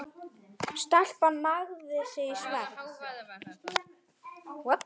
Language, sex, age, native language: Icelandic, male, 9, Icelandic